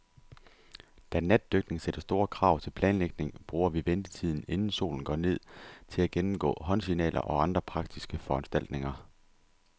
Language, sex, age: Danish, male, 30